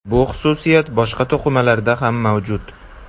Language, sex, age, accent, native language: Uzbek, male, 18-24, Jizzax, Uzbek